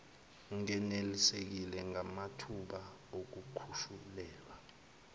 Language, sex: Zulu, male